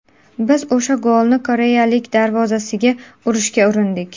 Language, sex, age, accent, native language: Uzbek, female, 18-24, Qashqadaryo, Uzbek